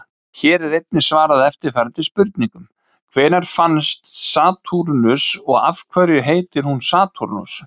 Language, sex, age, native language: Icelandic, male, 30-39, Icelandic